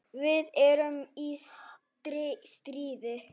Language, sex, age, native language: Icelandic, male, 8, Icelandic